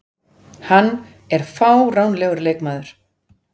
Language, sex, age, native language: Icelandic, female, 40-49, Icelandic